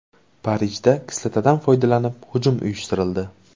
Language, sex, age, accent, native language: Uzbek, male, 18-24, Buxoro, Uzbek